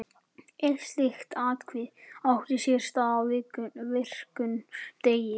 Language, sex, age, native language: Icelandic, male, 11, Icelandic